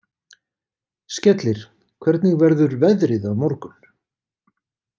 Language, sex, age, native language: Icelandic, male, 50-59, Icelandic